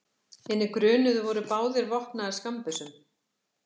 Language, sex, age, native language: Icelandic, female, 60-69, Icelandic